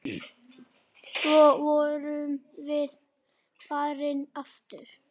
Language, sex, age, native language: Icelandic, male, 6, Icelandic